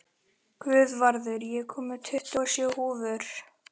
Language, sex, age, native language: Icelandic, male, 13, Icelandic